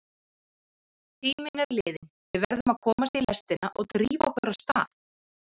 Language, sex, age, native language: Icelandic, female, 30-39, Icelandic